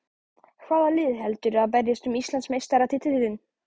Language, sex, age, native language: Icelandic, male, 14, Icelandic